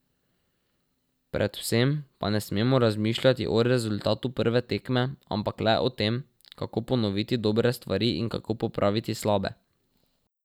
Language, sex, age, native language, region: Slovenian, male, 12-17, Slovenian, Drava region